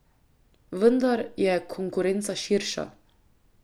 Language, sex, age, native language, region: Slovenian, female, 18-29, Slovenian, Drava region